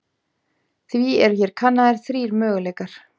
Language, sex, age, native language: Icelandic, female, 18-19, Icelandic